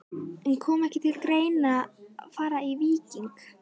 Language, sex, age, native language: Icelandic, female, 12, Icelandic